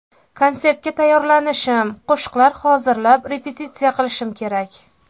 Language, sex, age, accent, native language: Uzbek, female, 25-34, Farg'ona, Uzbek